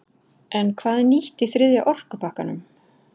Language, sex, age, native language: Icelandic, female, 40-49, Icelandic